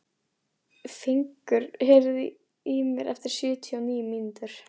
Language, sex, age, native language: Icelandic, female, 11, Icelandic